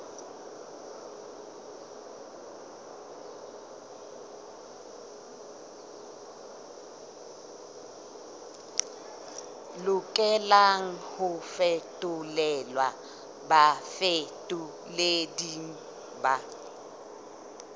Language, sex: Southern Sotho, female